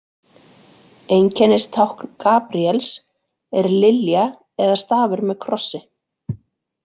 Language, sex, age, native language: Icelandic, female, 40-49, Icelandic